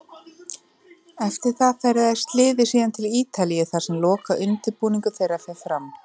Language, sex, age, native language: Icelandic, female, 30-39, Icelandic